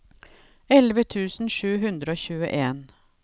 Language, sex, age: Norwegian, female, 52